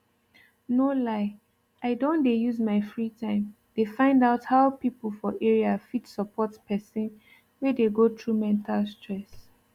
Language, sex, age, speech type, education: Nigerian Pidgin, female, 15-29, spontaneous, tertiary